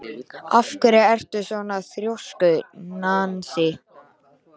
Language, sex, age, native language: Icelandic, male, 13, Icelandic